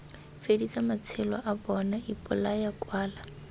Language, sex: Tswana, female